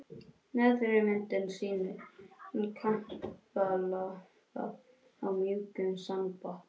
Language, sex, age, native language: Icelandic, male, 21, Icelandic